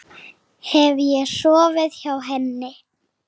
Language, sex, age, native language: Icelandic, female, 7, Icelandic